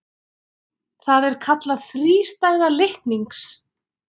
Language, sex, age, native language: Icelandic, female, 20-29, Icelandic